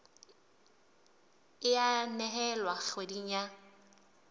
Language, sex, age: Southern Sotho, female, 20